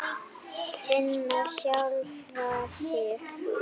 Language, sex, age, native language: Icelandic, female, 8, Icelandic